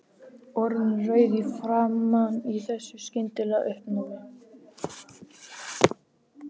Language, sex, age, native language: Icelandic, female, 12, Icelandic